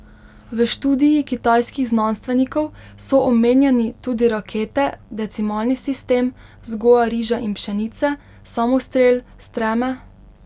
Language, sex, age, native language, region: Slovenian, female, 18-29, Slovenian, Pomurje region